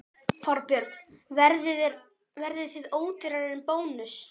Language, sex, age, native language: Icelandic, female, 12, Icelandic